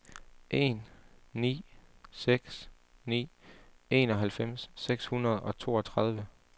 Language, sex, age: Danish, male, 18